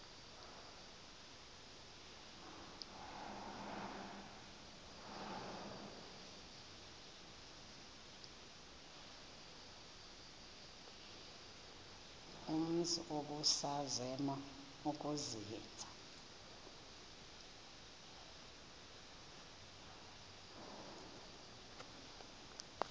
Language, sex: Xhosa, female